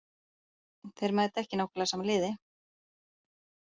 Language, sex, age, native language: Icelandic, female, 30-39, Icelandic